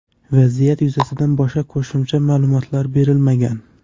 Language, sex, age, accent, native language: Uzbek, male, 18-24, Toshkent shahri, Uzbek